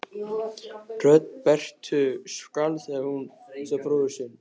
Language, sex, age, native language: Icelandic, male, 13, Icelandic